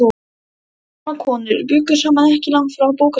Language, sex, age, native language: Icelandic, male, 12, Icelandic